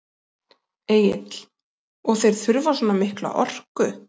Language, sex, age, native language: Icelandic, female, 40-49, Icelandic